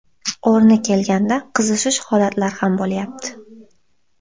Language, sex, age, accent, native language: Uzbek, female, 18-24, Xorazm, Uzbek